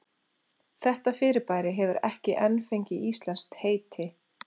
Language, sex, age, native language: Icelandic, female, 40-49, Icelandic